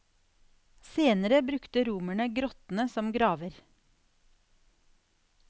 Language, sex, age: Norwegian, female, 46